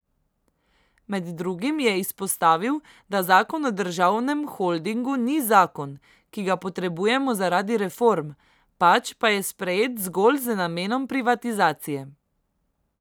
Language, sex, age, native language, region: Slovenian, female, 18-29, Slovenian, Central Slovenia